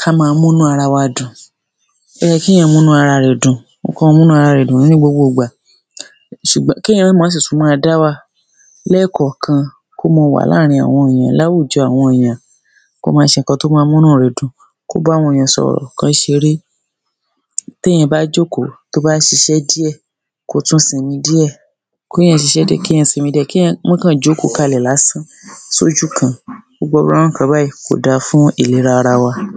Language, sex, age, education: Yoruba, male, 15-29, tertiary